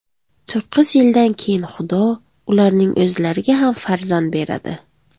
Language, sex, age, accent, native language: Uzbek, female, 19-29, Surxondaryo, Tajik